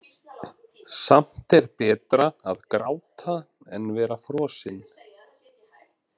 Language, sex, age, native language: Icelandic, male, 40-49, Icelandic